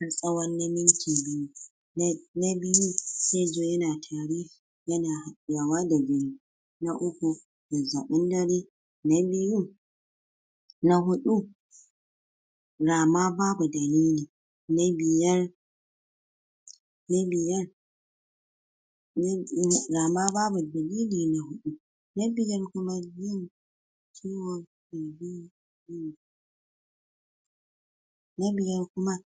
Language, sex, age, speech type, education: Hausa, female, 60+, spontaneous, tertiary